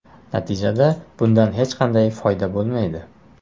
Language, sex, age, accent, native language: Uzbek, male, 18-24, Jizzax, Uzbek